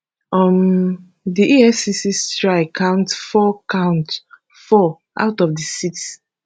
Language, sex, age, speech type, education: Nigerian Pidgin, female, 15-29, spontaneous, tertiary